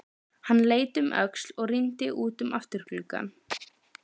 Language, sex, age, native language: Icelandic, female, 12, Icelandic